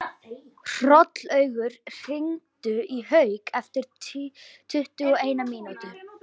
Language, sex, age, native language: Icelandic, female, 12, Icelandic